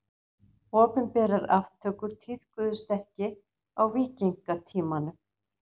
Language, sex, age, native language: Icelandic, female, 60-69, Icelandic